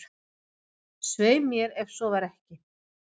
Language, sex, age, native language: Icelandic, female, 50-59, Swedish